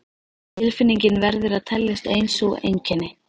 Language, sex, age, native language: Icelandic, female, 13, Icelandic